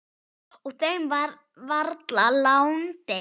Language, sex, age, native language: Icelandic, female, 9, Icelandic